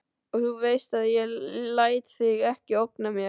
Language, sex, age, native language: Icelandic, male, 12, Icelandic